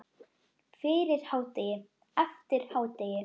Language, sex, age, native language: Icelandic, female, 10, Icelandic